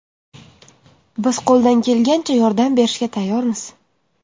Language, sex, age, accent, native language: Uzbek, female, 18-24, Farg'ona, Uzbek